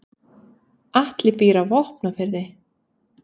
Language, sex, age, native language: Icelandic, female, 30-39, Icelandic